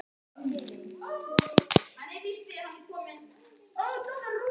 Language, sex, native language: Icelandic, other, Icelandic